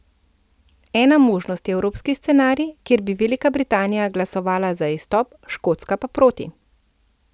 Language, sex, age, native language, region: Slovenian, female, 30-49, Slovenian, Central Slovenia